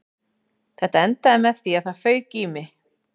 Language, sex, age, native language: Icelandic, female, 40-49, Icelandic